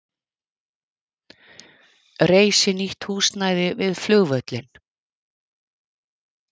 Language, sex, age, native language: Icelandic, female, 50-59, Icelandic